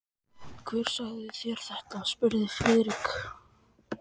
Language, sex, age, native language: Icelandic, male, 14, Icelandic